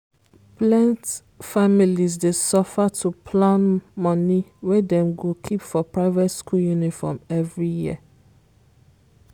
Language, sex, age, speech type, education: Nigerian Pidgin, female, 15-29, spontaneous, secondary